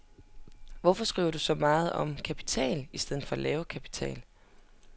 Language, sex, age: Danish, female, 27